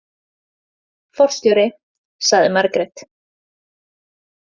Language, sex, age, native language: Icelandic, female, 30-39, Icelandic